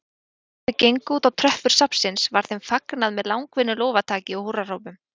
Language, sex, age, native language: Icelandic, female, 20-29, Icelandic